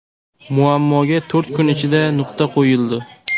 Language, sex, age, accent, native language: Uzbek, male, 18-24, Surxondaryo, Uzbek